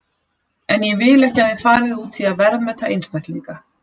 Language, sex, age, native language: Icelandic, female, 40-49, Icelandic